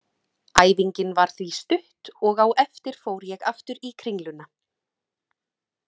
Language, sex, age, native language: Icelandic, female, 30-39, Icelandic